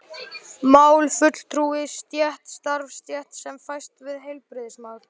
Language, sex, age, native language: Icelandic, male, 12, Icelandic